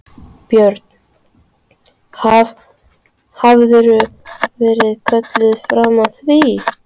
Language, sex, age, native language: Icelandic, female, 13, Icelandic